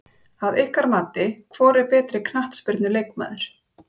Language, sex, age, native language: Icelandic, female, 30-39, Icelandic